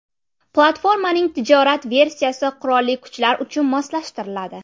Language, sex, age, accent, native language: Uzbek, female, 18-24, Navoiy, Uzbek